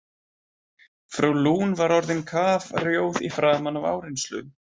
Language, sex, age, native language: Icelandic, male, 20-29, Icelandic